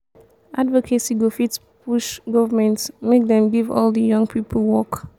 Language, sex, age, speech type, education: Nigerian Pidgin, female, 15-29, spontaneous, tertiary